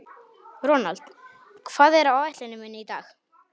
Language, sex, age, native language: Icelandic, male, 18-19, Polish